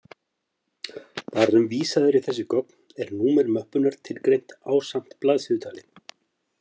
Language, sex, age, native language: Icelandic, male, 50-59, Icelandic